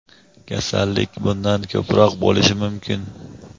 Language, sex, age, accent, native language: Uzbek, male, 25-34, Andijon, Uzbek